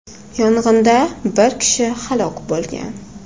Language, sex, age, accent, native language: Uzbek, female, 18-24, Toshkent shahri, Uzbek